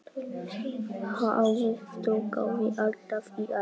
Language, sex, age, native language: Icelandic, male, 6, Polish